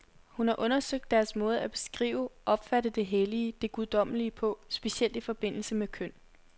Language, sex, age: Danish, female, 21